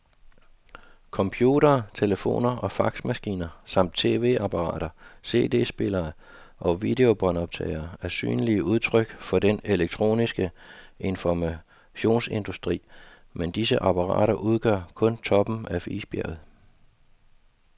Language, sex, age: Danish, male, 52